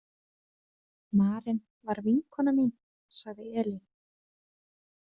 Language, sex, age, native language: Icelandic, female, 30-39, Icelandic